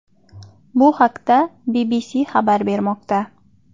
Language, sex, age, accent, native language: Uzbek, female, 25-34, Xorazm, Uzbek